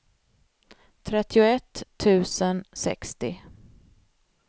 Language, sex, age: Swedish, female, 45